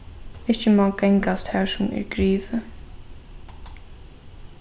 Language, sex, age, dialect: Faroese, female, 15-35, Norðurstreymoy/Eysturoy